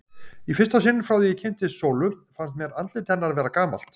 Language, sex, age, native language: Icelandic, male, 50-59, Icelandic